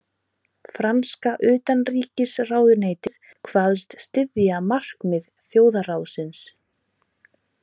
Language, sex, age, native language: Icelandic, female, 30-39, Icelandic